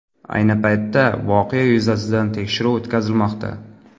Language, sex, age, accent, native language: Uzbek, male, 25-34, Navoiy, Uzbek